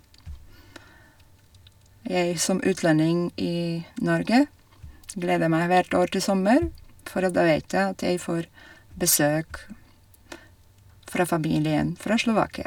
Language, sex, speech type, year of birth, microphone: Norwegian, female, spontaneous, 1961, Shure